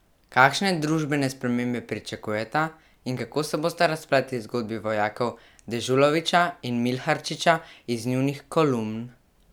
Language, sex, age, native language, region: Slovenian, male, 12-17, Slovenian, Central Slovenia